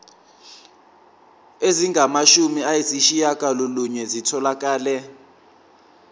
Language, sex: Zulu, male